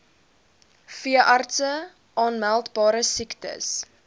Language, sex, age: Afrikaans, female, 19